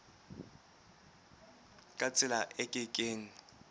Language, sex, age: Southern Sotho, male, 23